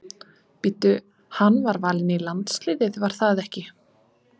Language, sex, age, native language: Icelandic, female, 20-29, Icelandic